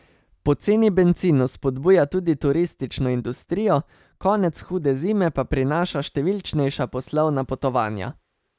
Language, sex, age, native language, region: Slovenian, male, 30-49, Slovenian, Savinja region